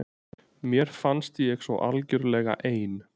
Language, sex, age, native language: Icelandic, male, 20-29, Icelandic